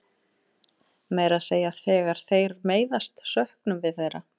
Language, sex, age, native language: Icelandic, female, 18-19, Icelandic